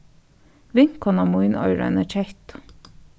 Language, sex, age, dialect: Faroese, female, 36-60, Norðuroyggjar